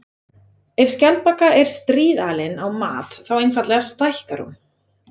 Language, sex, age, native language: Icelandic, female, 20-29, Icelandic